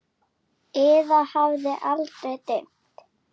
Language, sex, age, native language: Icelandic, female, 7, Icelandic